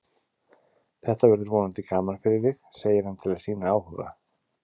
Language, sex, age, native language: Icelandic, male, 50-59, Icelandic